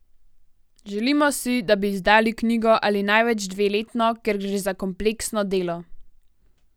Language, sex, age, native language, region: Slovenian, female, 18-29, Slovenian, Gorenjska region